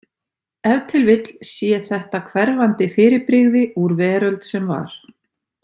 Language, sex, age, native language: Icelandic, female, 50-59, Icelandic